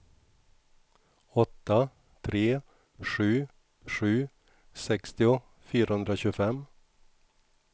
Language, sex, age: Swedish, male, 61